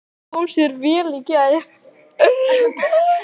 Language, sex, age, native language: Icelandic, female, 18-19, Icelandic